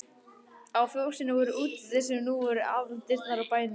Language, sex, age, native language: Icelandic, male, 11, Icelandic